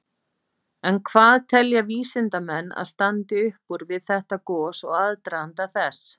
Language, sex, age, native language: Icelandic, female, 50-59, Icelandic